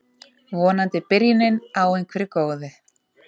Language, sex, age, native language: Icelandic, female, 30-39, Icelandic